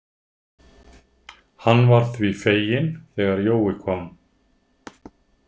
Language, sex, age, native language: Icelandic, male, 50-59, Icelandic